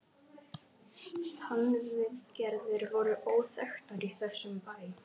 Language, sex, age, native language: Icelandic, female, 11, Icelandic